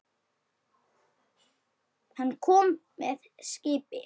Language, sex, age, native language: Icelandic, male, 8, Icelandic